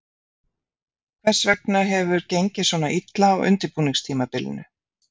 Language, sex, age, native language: Icelandic, female, 50-59, Icelandic